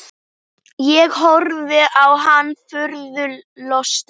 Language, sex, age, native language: Icelandic, female, 11, Icelandic